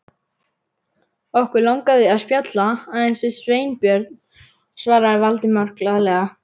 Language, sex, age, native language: Icelandic, male, 11, Icelandic